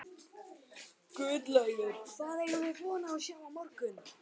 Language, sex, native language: Icelandic, other, Chinese